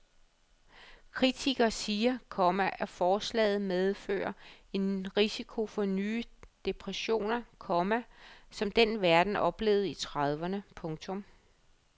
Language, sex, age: Danish, female, 35